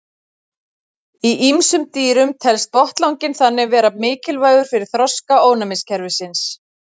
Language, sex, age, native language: Icelandic, female, 40-49, Icelandic